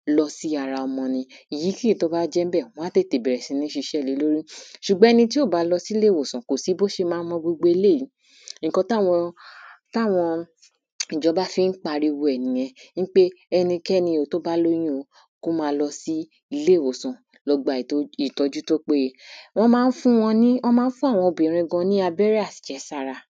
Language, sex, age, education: Yoruba, female, 30-45, tertiary